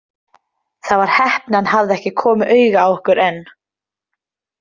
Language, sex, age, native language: Icelandic, female, 20-29, Icelandic